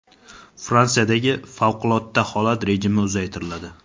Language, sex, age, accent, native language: Uzbek, male, 19-29, Qashqadaryo, Uzbek